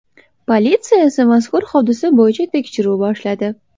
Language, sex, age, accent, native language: Uzbek, female, under 19, Toshkent shahri, Uzbek